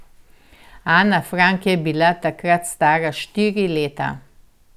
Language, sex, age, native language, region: Slovenian, female, 60+, Slovenian, Central Slovenia